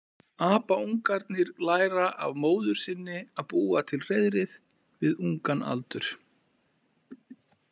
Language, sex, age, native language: Icelandic, male, 40-49, Icelandic